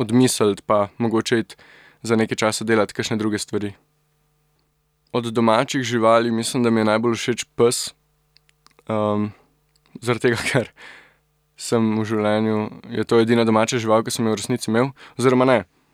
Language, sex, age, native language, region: Slovenian, male, 18-29, Slovenian, Central Slovenia